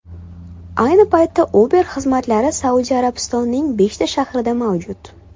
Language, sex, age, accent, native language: Uzbek, female, 19-29, Toshkent shahri, Uzbek